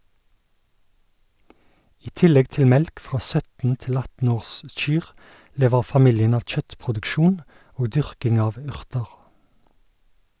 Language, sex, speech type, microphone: Norwegian, male, read, Sennheiser